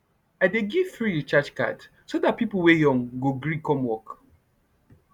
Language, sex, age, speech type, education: Nigerian Pidgin, male, 15-29, spontaneous, tertiary